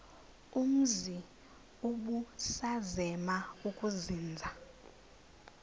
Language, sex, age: Xhosa, female, 20